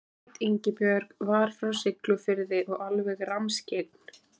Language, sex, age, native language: Icelandic, male, 20-29, Icelandic